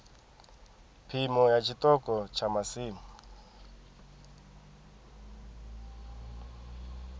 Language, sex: Venda, male